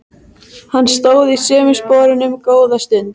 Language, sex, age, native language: Icelandic, female, 14, Icelandic